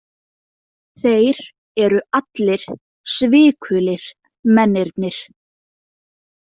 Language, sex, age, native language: Icelandic, female, 20-29, Icelandic